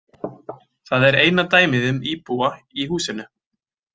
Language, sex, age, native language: Icelandic, male, 20-29, Icelandic